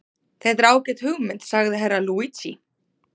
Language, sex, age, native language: Icelandic, female, 30-39, Icelandic